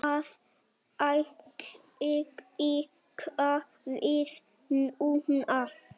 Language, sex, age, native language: Icelandic, male, 9, Icelandic